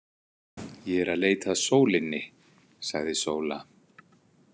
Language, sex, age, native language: Icelandic, male, 60-69, Icelandic